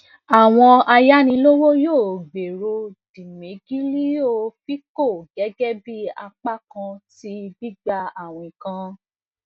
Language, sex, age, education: Yoruba, female, 15-29, tertiary